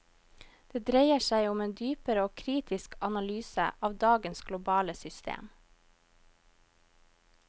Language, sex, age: Norwegian, female, 21